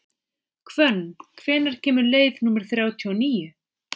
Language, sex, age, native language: Icelandic, female, 40-49, Icelandic